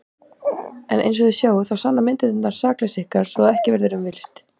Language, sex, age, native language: Icelandic, female, 18-19, Icelandic